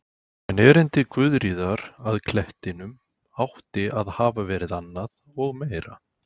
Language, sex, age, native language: Icelandic, male, 40-49, Icelandic